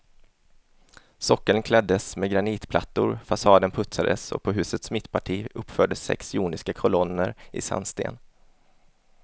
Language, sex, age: Swedish, male, 27